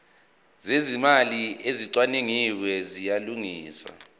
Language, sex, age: Zulu, male, 24